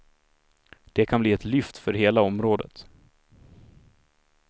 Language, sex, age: Swedish, male, 26